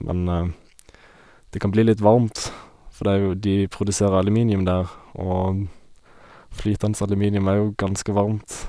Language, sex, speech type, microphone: Norwegian, male, spontaneous, Sennheiser